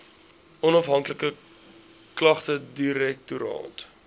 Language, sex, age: Afrikaans, male, 20